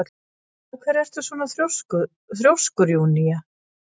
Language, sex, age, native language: Icelandic, female, 60-69, Icelandic